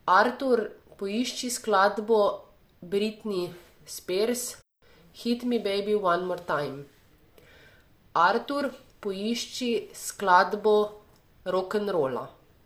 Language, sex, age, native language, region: Slovenian, female, 18-29, Slovenian, Savinja region